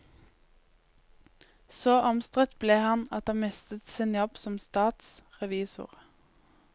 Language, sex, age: Norwegian, female, 20